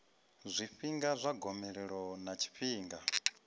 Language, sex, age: Venda, male, 25